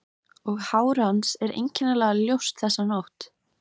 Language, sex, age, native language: Icelandic, female, 15, Icelandic